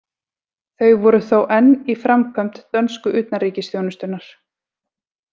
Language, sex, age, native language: Icelandic, female, 40-49, Icelandic